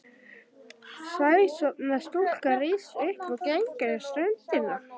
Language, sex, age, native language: Icelandic, male, 11, Icelandic